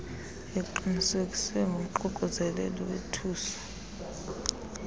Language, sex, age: Xhosa, female, 30